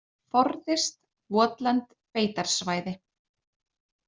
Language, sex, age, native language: Icelandic, female, 30-39, Icelandic